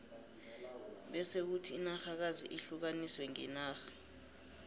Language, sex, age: South Ndebele, female, 23